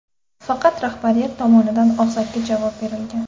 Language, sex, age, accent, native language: Uzbek, female, 18-24, Andijon, Uzbek